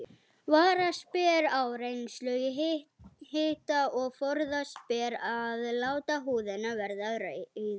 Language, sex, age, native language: Icelandic, female, 18-19, Icelandic